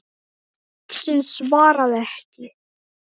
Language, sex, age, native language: Icelandic, male, 10, Icelandic